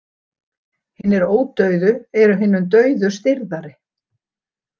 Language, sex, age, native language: Icelandic, female, 60-69, Icelandic